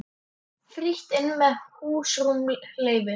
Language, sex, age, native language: Icelandic, male, 10, Icelandic